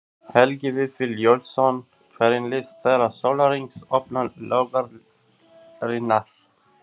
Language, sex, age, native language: Icelandic, male, 40-49, Albanian